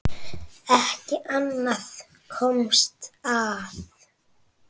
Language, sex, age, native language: Icelandic, female, 9, Icelandic